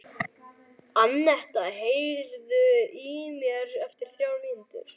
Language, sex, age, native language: Icelandic, male, 11, Icelandic